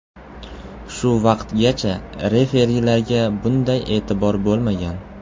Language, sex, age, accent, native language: Uzbek, male, 18-24, Qoraqalpog'iston, Uzbek